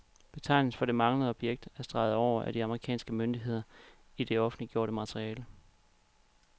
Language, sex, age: Danish, male, 31